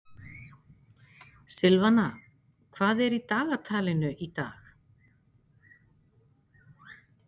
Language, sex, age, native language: Icelandic, female, 50-59, Icelandic